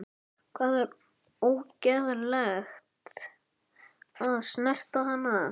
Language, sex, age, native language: Icelandic, male, 11, Icelandic